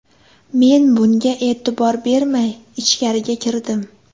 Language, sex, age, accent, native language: Uzbek, female, 18-24, Sirdaryo, Uzbek